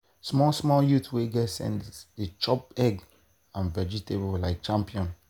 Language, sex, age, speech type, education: Nigerian Pidgin, male, 30-45, spontaneous, tertiary